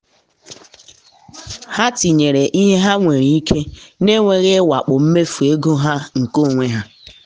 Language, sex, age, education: Igbo, female, 15-29, tertiary